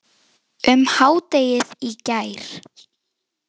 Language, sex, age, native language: Icelandic, female, 10, Icelandic